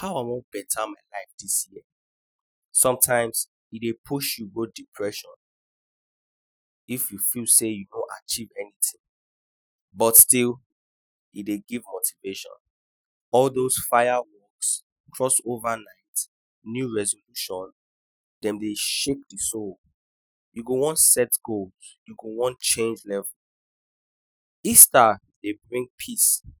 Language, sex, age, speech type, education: Nigerian Pidgin, male, 15-29, spontaneous, tertiary